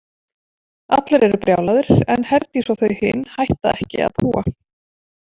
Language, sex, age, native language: Icelandic, female, 40-49, Icelandic